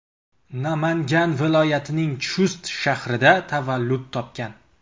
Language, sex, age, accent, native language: Uzbek, male, 25-34, Qashqadaryo, Uzbek